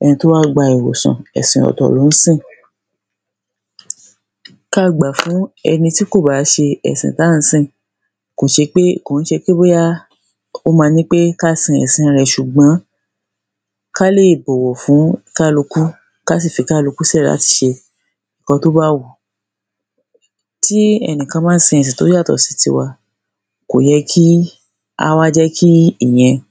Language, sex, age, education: Yoruba, female, 30-45, secondary